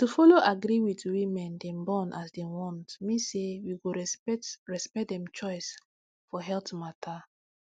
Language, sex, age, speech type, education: Nigerian Pidgin, female, 15-29, spontaneous, tertiary